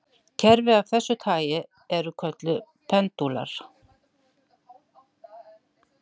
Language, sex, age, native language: Icelandic, female, 60-69, Icelandic